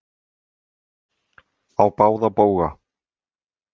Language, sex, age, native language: Icelandic, male, 50-59, Icelandic